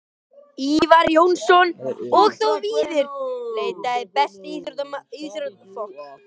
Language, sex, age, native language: Icelandic, male, 13, Icelandic